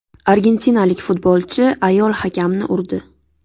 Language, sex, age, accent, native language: Uzbek, female, 18-24, Navoiy, Uzbek